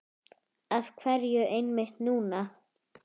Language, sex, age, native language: Icelandic, female, 10, Icelandic